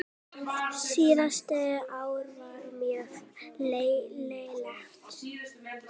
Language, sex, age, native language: Icelandic, female, 9, Icelandic